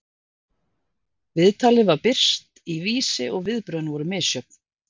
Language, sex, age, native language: Icelandic, female, 50-59, Icelandic